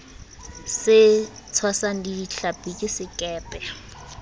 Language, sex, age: Southern Sotho, female, 22